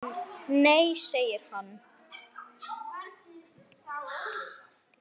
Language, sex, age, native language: Icelandic, male, 9, Icelandic